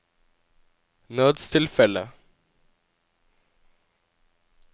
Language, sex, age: Norwegian, male, 17